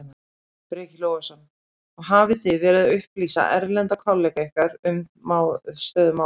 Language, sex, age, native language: Icelandic, female, 30-39, Icelandic